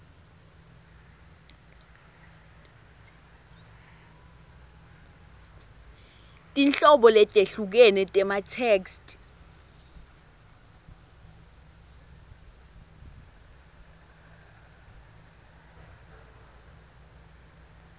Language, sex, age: Swati, female, 20